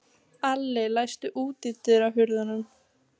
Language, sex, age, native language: Icelandic, female, 15, Icelandic